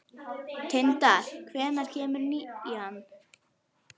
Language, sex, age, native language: Icelandic, female, 11, Icelandic